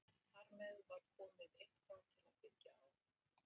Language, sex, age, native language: Icelandic, female, 60-69, Icelandic